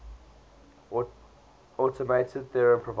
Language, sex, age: English, male, 20